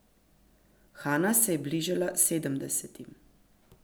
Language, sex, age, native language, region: Slovenian, female, 50-59, Slovenian, Central Slovenia